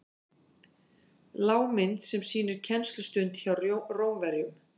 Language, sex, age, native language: Icelandic, female, 50-59, Icelandic